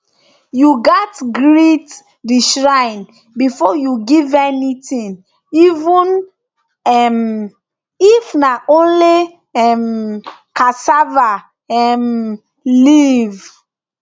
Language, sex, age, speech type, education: Nigerian Pidgin, female, 15-29, spontaneous, tertiary